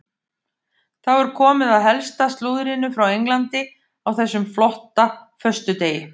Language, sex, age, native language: Icelandic, female, 50-59, Icelandic